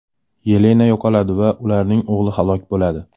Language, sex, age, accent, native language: Uzbek, male, 18-24, Toshkent shahri, Uzbek